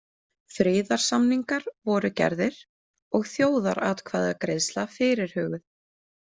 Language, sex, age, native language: Icelandic, female, 20-29, Icelandic